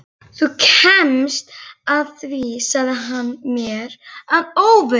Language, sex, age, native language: Icelandic, female, 11, Icelandic